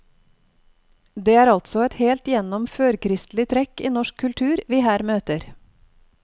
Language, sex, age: Norwegian, female, 48